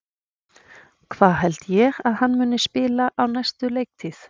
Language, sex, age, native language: Icelandic, female, 40-49, Icelandic